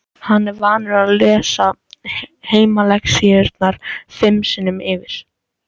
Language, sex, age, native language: Icelandic, male, 14, Icelandic